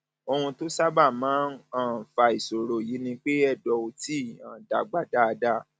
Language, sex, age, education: Yoruba, male, 30-45, tertiary